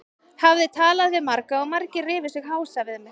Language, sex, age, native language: Icelandic, female, 30-39, Icelandic